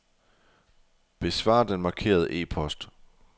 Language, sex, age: Danish, male, 24